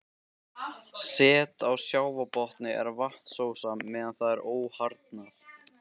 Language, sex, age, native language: Icelandic, male, 13, Icelandic